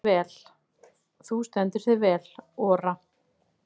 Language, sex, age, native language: Icelandic, female, 30-39, Icelandic